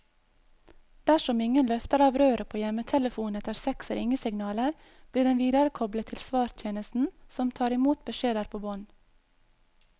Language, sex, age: Norwegian, female, 22